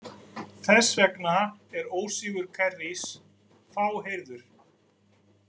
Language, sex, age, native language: Icelandic, male, 40-49, Icelandic